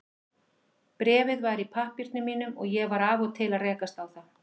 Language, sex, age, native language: Icelandic, female, 50-59, Icelandic